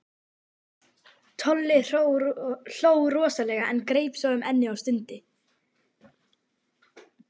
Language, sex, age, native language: Icelandic, female, 12, Icelandic